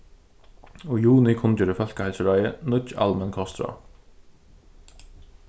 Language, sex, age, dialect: Faroese, male, 15-35, Suðurstreymoy